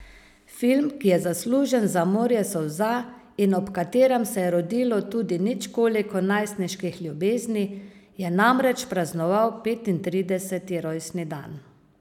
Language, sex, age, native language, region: Slovenian, female, 50-59, Slovenian, Savinja region